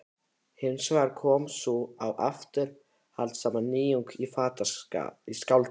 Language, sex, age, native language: Icelandic, male, 13, Icelandic